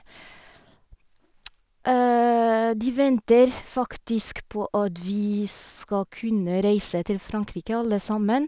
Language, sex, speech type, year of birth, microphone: Norwegian, female, spontaneous, 1971, Sennheiser